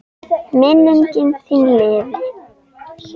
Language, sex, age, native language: Icelandic, female, 10, Icelandic